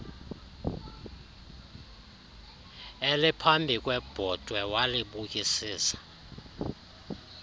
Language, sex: Xhosa, male